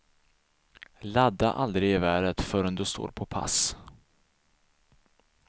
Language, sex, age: Swedish, male, 24